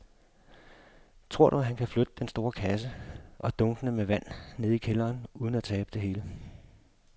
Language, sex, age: Danish, male, 52